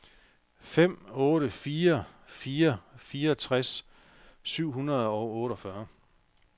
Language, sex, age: Danish, male, 45